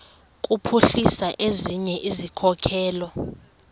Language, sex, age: Xhosa, female, 23